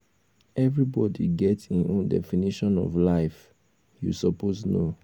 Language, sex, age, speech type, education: Nigerian Pidgin, male, 15-29, spontaneous, tertiary